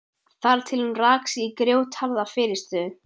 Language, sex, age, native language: Icelandic, male, 12, Icelandic